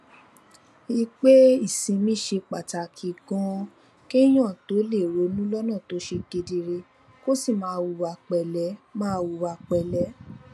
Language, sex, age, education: Yoruba, female, 15-29, tertiary